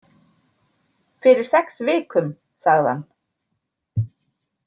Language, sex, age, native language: Icelandic, female, 40-49, Icelandic